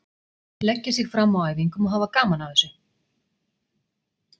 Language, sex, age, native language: Icelandic, female, 40-49, Icelandic